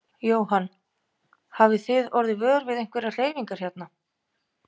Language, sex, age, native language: Icelandic, female, 50-59, Icelandic